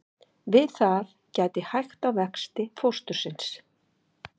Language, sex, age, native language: Icelandic, female, 50-59, Icelandic